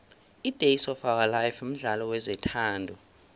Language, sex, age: South Ndebele, male, 24